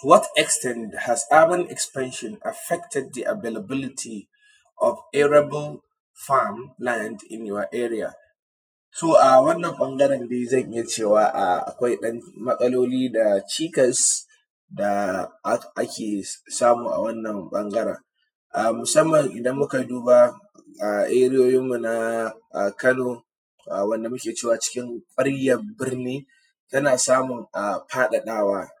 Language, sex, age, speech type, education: Hausa, male, 30-45, spontaneous, tertiary